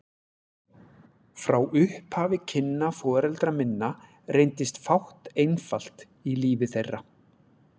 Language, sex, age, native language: Icelandic, male, 40-49, Icelandic